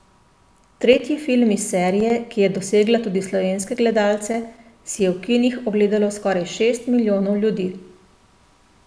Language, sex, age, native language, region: Slovenian, female, 30-49, Slovenian, Central Slovenia